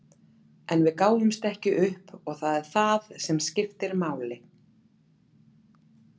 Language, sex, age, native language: Icelandic, female, 40-49, Icelandic